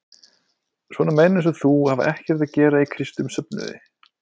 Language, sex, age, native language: Icelandic, male, 20-29, Icelandic